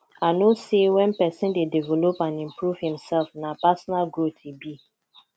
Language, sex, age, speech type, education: Nigerian Pidgin, female, 15-29, spontaneous, tertiary